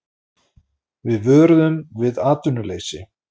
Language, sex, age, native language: Icelandic, male, 40-49, Icelandic